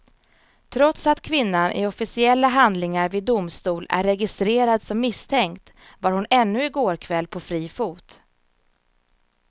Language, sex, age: Swedish, female, 34